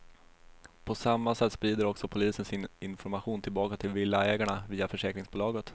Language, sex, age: Swedish, male, 21